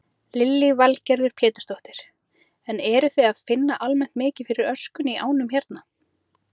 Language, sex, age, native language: Icelandic, female, 30-39, Icelandic